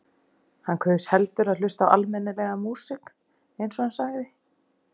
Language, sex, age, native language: Icelandic, female, 30-39, Icelandic